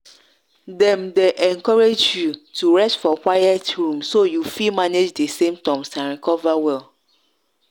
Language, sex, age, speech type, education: Nigerian Pidgin, female, 30-45, spontaneous, tertiary